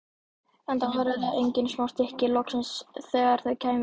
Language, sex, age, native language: Icelandic, male, 12, Icelandic